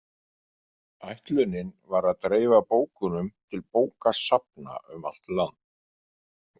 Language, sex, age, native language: Icelandic, male, 50-59, Icelandic